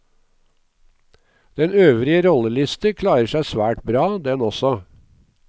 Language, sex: Norwegian, male